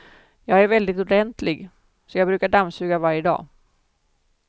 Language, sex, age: Swedish, female, 47